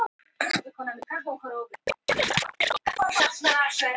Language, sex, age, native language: Icelandic, female, 18-19, Icelandic